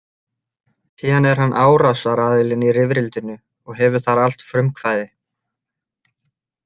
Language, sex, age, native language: Icelandic, male, 30-39, Icelandic